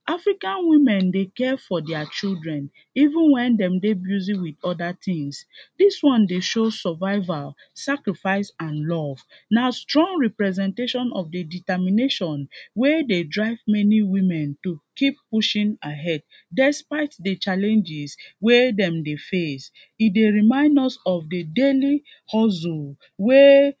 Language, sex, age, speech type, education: Nigerian Pidgin, female, 15-29, spontaneous, secondary